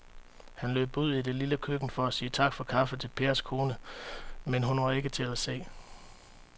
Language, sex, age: Danish, male, 31